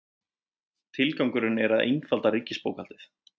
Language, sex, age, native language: Icelandic, male, 20-29, Icelandic